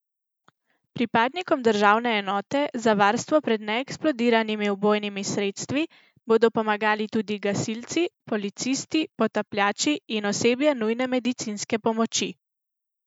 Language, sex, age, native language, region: Slovenian, female, 18-29, Slovenian, Central Slovenia